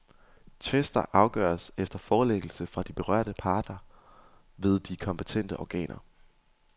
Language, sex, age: Danish, male, 22